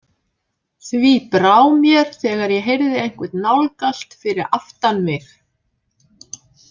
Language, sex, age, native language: Icelandic, female, 50-59, Icelandic